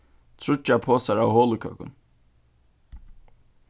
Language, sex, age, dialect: Faroese, male, 15-35, Suðurstreymoy